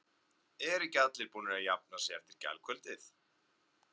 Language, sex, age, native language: Icelandic, male, 30-39, Icelandic